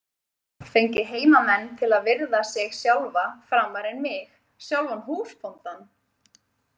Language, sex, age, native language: Icelandic, female, 20-29, Icelandic